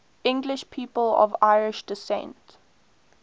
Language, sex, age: English, female, 18